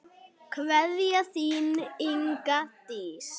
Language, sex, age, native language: Icelandic, male, 8, Icelandic